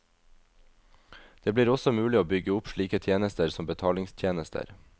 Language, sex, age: Norwegian, male, 22